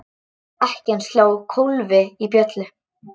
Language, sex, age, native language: Icelandic, female, 10, Icelandic